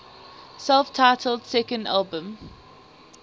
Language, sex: English, female